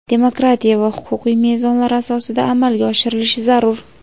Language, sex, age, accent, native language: Uzbek, female, 18-24, Jizzax, Uzbek